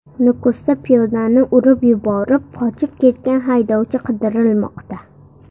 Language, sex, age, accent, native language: Uzbek, female, under 19, Surxondaryo, Uzbek